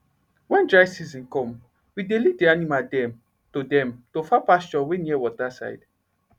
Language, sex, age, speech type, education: Nigerian Pidgin, male, 15-29, spontaneous, tertiary